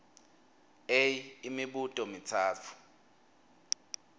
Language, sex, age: Swati, male, 23